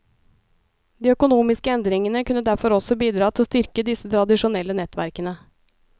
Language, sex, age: Norwegian, female, 37